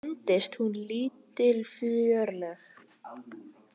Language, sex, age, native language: Icelandic, female, 18-19, Icelandic